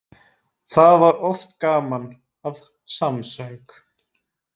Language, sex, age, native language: Icelandic, male, 20-29, Icelandic